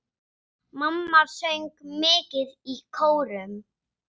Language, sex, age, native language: Icelandic, male, 6, Icelandic